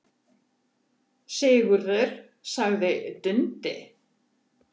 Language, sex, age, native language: Icelandic, female, 70-79, Icelandic